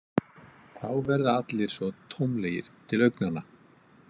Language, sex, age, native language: Icelandic, male, 50-59, Icelandic